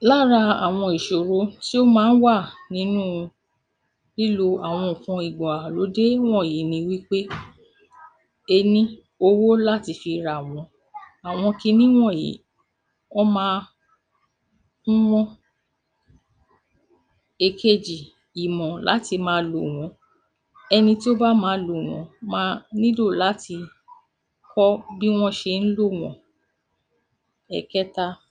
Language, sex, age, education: Yoruba, female, 46-60, tertiary